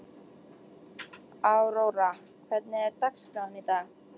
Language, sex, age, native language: Icelandic, female, 13, Icelandic